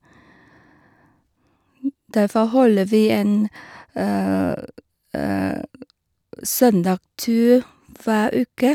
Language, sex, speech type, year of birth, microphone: Norwegian, female, spontaneous, 1973, Sennheiser